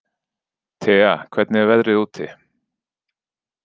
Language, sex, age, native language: Icelandic, male, 40-49, Icelandic